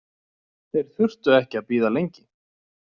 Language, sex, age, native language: Icelandic, male, 40-49, Icelandic